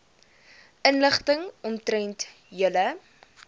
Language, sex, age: Afrikaans, female, 19